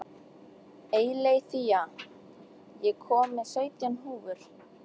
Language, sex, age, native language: Icelandic, female, 13, Icelandic